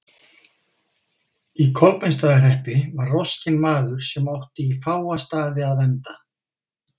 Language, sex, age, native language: Icelandic, male, 50-59, Icelandic